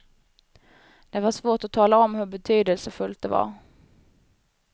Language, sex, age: Swedish, female, 19